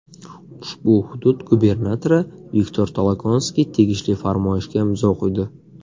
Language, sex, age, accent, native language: Uzbek, male, 18-24, Navoiy, Uzbek